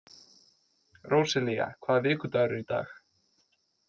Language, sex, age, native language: Icelandic, male, 20-29, Icelandic